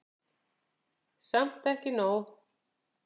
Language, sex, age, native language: Icelandic, female, 50-59, Icelandic